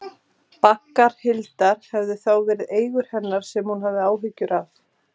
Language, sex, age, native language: Icelandic, female, 30-39, Icelandic